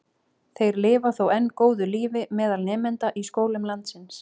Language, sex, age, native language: Icelandic, female, 18-19, Icelandic